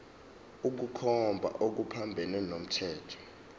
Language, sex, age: Zulu, male, 18